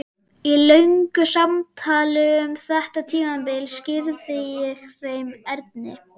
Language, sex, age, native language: Icelandic, male, 12, Icelandic